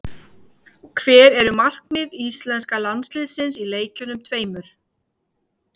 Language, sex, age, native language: Icelandic, female, 50-59, Icelandic